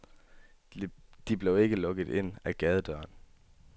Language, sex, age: Danish, male, 18